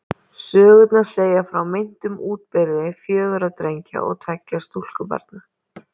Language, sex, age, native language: Icelandic, female, 30-39, Icelandic